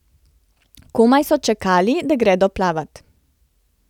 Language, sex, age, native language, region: Slovenian, female, 30-49, Slovenian, Central Slovenia